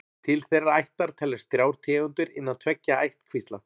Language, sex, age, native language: Icelandic, male, 40-49, Icelandic